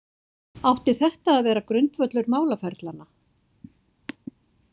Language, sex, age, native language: Icelandic, female, 60-69, Icelandic